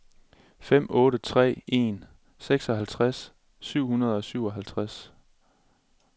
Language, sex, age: Danish, male, 27